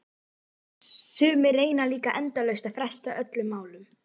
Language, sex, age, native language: Icelandic, female, 12, Icelandic